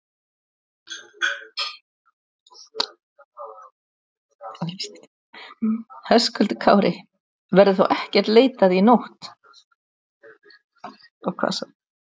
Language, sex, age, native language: Icelandic, female, 60-69, Icelandic